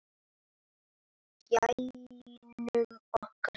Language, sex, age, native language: Icelandic, male, 8, Icelandic